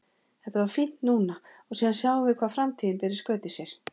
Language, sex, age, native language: Icelandic, female, 40-49, Icelandic